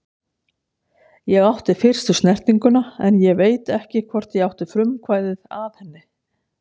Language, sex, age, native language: Icelandic, female, 60-69, Icelandic